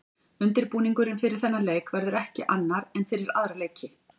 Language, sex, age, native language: Icelandic, female, 40-49, Icelandic